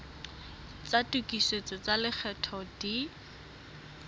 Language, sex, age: Southern Sotho, female, 21